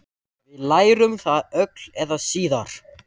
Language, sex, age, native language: Icelandic, male, 14, Icelandic